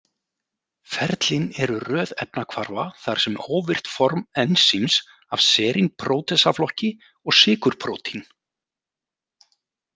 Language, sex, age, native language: Icelandic, male, 40-49, Icelandic